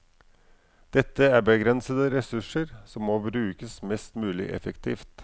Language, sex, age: Norwegian, male, 44